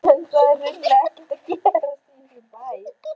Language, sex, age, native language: Icelandic, female, 12, Icelandic